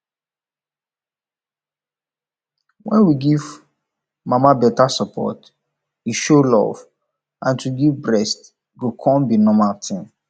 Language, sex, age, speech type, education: Nigerian Pidgin, male, 15-29, spontaneous, tertiary